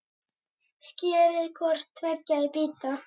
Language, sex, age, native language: Icelandic, male, 8, Icelandic